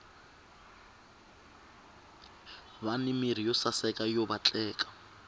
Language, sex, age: Tsonga, male, 25